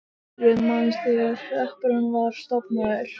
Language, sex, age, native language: Icelandic, male, 15, Icelandic